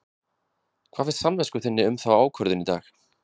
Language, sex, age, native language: Icelandic, male, 20-29, Icelandic